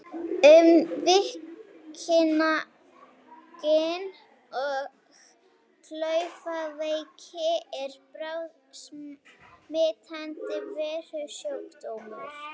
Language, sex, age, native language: Icelandic, female, 18-19, Icelandic